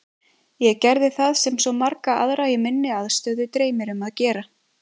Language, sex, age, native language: Icelandic, female, 20-29, Icelandic